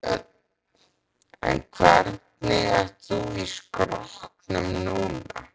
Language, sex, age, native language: Icelandic, male, 14, Icelandic